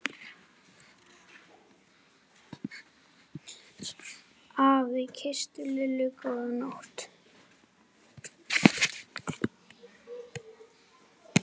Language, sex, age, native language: Icelandic, male, 9, Icelandic